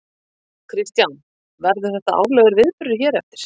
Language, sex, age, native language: Icelandic, female, 50-59, Icelandic